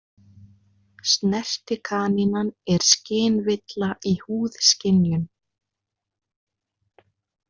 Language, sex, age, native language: Icelandic, female, 20-29, Icelandic